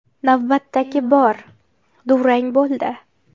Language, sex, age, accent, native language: Uzbek, female, 18-24, Farg'ona, Uzbek